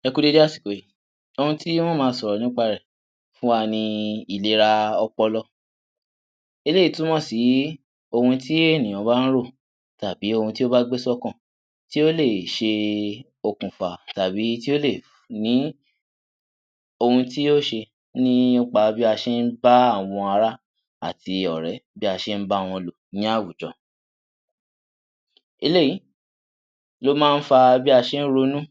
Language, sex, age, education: Yoruba, male, 15-29, tertiary